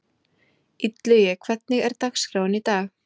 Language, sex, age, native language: Icelandic, female, 20-29, Icelandic